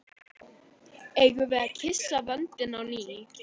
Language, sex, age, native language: Icelandic, female, 12, Icelandic